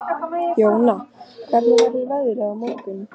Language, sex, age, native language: Icelandic, female, 13, Icelandic